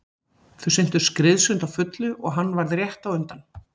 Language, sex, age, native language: Icelandic, female, 40-49, Icelandic